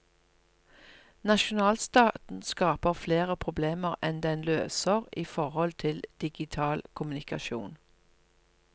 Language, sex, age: Norwegian, female, 57